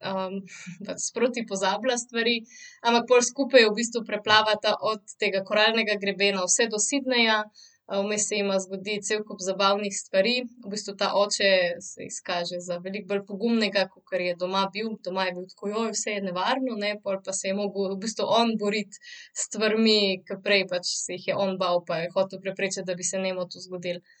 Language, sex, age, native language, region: Slovenian, female, 30-49, Slovenian, Central Slovenia